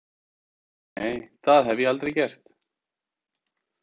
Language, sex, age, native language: Icelandic, male, 30-39, Icelandic